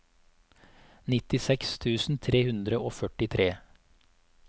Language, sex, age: Norwegian, male, 34